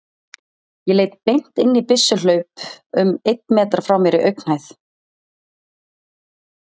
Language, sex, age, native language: Icelandic, female, 30-39, Icelandic